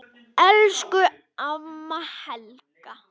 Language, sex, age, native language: Icelandic, female, 10, Icelandic